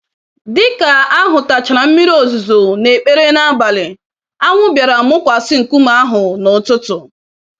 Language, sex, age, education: Igbo, female, 15-29, tertiary